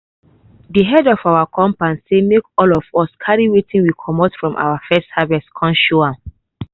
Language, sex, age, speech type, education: Nigerian Pidgin, female, 15-29, spontaneous, tertiary